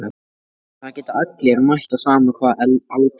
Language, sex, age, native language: Icelandic, male, 14, Icelandic